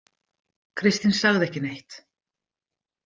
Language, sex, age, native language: Icelandic, female, 50-59, Icelandic